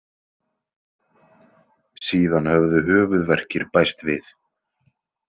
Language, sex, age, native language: Icelandic, male, 20-29, Icelandic